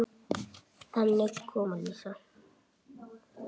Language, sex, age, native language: Icelandic, male, 8, Icelandic